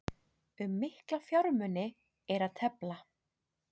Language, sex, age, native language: Icelandic, female, 30-39, Icelandic